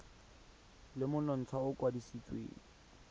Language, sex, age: Tswana, male, 23